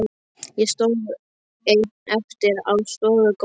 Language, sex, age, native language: Icelandic, male, 13, Icelandic